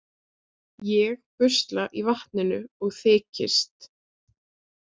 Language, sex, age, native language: Icelandic, female, 20-29, Icelandic